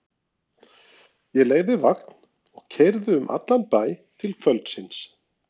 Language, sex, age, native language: Icelandic, male, 40-49, Norwegian